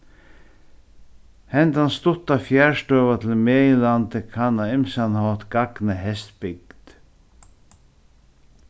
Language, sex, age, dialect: Faroese, male, 61+, Suðurstreymoy